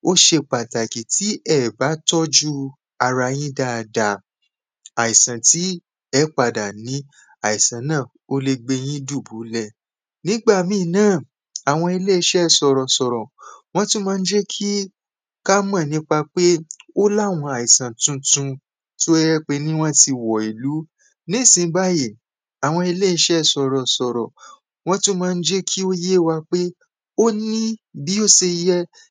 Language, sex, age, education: Yoruba, male, 15-29, tertiary